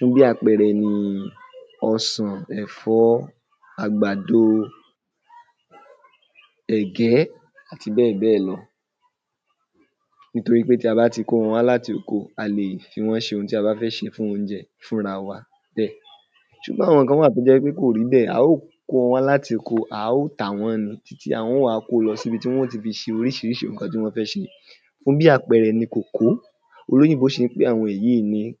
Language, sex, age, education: Yoruba, male, 15-29, tertiary